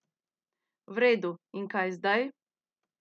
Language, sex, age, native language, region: Slovenian, female, 30-49, Slovenian, Central Slovenia